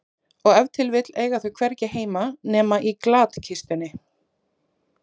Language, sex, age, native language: Icelandic, female, 30-39, Icelandic